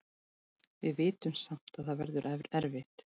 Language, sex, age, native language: Icelandic, female, 40-49, Icelandic